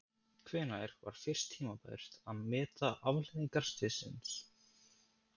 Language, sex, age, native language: Icelandic, male, 18-19, Icelandic